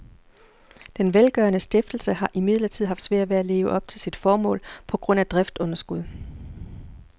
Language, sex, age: Danish, female, 40